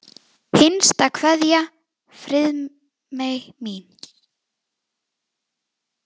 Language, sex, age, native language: Icelandic, female, 10, Icelandic